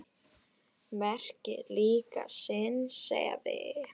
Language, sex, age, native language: Icelandic, female, 10, Icelandic